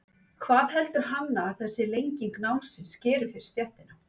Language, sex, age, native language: Icelandic, female, 50-59, Icelandic